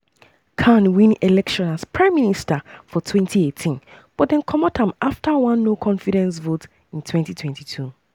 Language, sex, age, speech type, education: Nigerian Pidgin, female, 15-29, spontaneous, tertiary